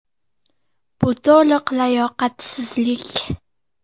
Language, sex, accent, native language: Uzbek, female, Farg'ona, Uzbek